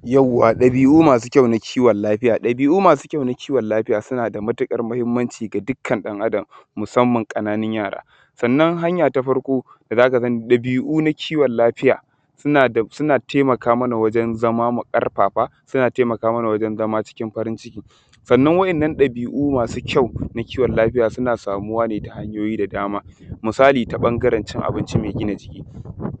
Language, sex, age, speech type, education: Hausa, male, 15-29, spontaneous, tertiary